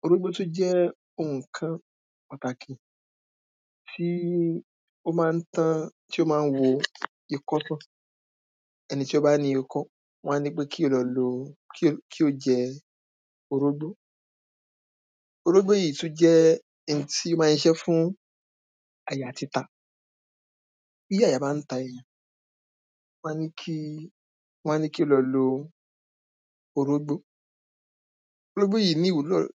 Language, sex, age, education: Yoruba, male, 15-29, primary